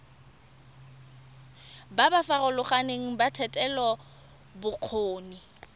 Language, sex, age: Tswana, female, 23